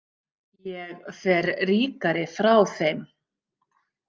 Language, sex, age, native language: Icelandic, female, 50-59, Icelandic